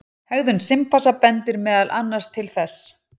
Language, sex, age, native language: Icelandic, female, 40-49, Icelandic